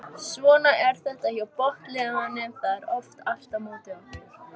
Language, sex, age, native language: Icelandic, female, 18-19, Icelandic